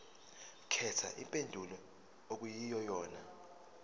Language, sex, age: Zulu, male, 19